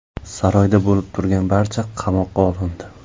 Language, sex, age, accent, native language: Uzbek, male, 25-34, Samarqand, Uzbek